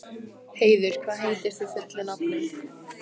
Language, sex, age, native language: Icelandic, female, 15, Icelandic